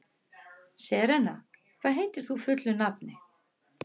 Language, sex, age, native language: Icelandic, female, 60-69, Icelandic